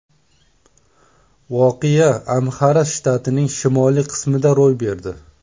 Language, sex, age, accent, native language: Uzbek, male, 30-39, Surxondaryo, Uzbek